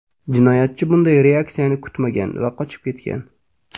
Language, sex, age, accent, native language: Uzbek, male, 25-34, Toshkent shahri, Uzbek